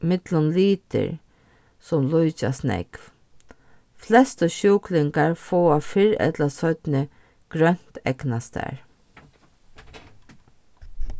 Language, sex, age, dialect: Faroese, female, 36-60, Norðurstreymoy/Eysturoy